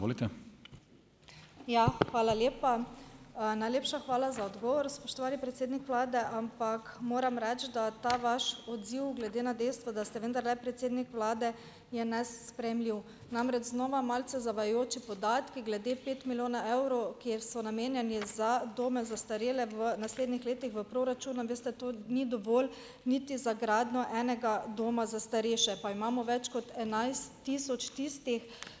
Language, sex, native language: Slovenian, female, Slovenian